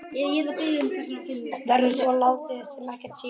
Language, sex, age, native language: Icelandic, male, 12, Icelandic